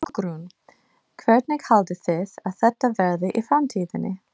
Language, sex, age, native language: Icelandic, female, 40-49, English